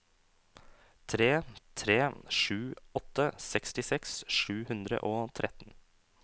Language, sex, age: Norwegian, male, 27